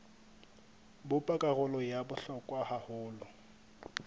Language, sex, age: Southern Sotho, male, 25